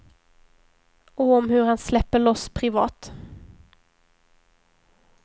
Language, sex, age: Swedish, female, 23